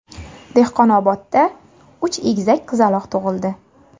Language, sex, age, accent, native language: Uzbek, female, 18-24, Qashqadaryo, Uzbek